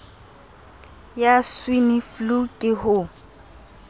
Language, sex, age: Southern Sotho, female, 27